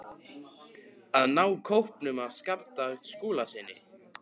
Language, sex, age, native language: Icelandic, male, 15, Icelandic